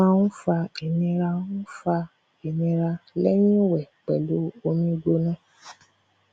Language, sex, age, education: Yoruba, female, 15-29, tertiary